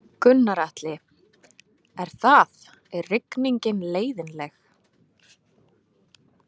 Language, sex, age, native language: Icelandic, female, 30-39, Icelandic